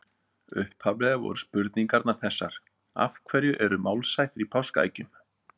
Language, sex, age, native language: Icelandic, male, 30-39, Icelandic